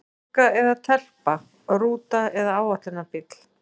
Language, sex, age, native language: Icelandic, female, 40-49, Icelandic